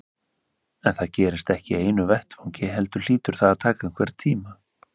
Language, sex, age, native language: Icelandic, male, 30-39, Icelandic